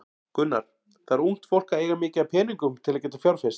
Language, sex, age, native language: Icelandic, male, 40-49, Icelandic